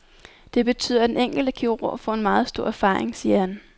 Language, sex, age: Danish, female, 19